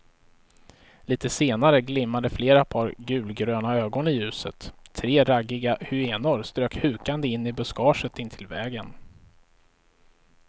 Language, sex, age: Swedish, male, 35